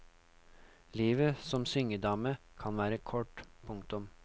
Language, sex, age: Norwegian, male, 39